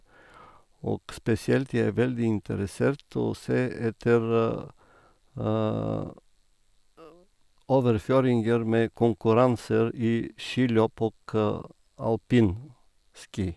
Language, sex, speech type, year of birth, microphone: Norwegian, male, spontaneous, 1958, Sennheiser